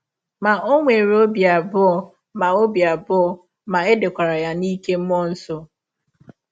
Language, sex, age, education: Igbo, female, 15-29, tertiary